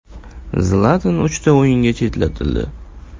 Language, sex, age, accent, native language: Uzbek, male, 18-24, Navoiy, Uzbek